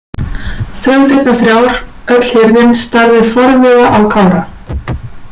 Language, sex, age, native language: Icelandic, female, 40-49, Icelandic